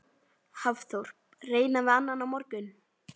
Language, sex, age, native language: Icelandic, male, 11, Icelandic